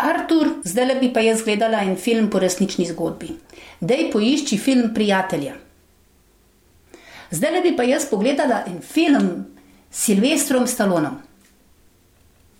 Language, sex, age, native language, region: Slovenian, female, 60+, Slovenian, Gorenjska region